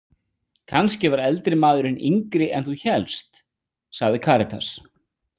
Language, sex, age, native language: Icelandic, male, 40-49, Icelandic